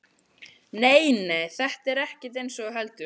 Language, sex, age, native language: Icelandic, male, 12, Icelandic